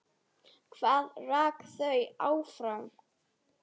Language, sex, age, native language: Icelandic, female, 7, Icelandic